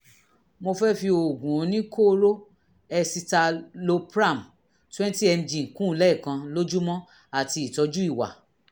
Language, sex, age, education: Yoruba, female, 46-60, tertiary